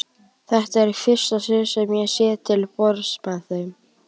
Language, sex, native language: Icelandic, male, Icelandic